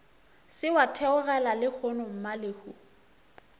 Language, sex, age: Northern Sotho, female, 24